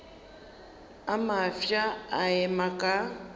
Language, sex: Northern Sotho, female